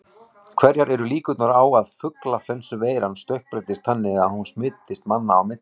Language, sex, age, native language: Icelandic, male, 18-19, Icelandic